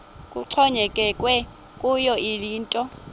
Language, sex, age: Xhosa, female, 26